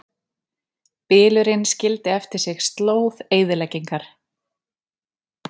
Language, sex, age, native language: Icelandic, female, 30-39, Icelandic